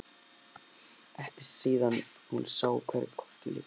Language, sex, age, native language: Icelandic, male, 11, Icelandic